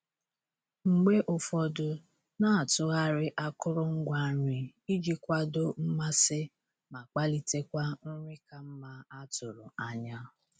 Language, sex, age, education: Igbo, female, 30-45, tertiary